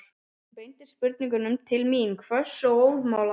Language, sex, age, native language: Icelandic, other, 12, Icelandic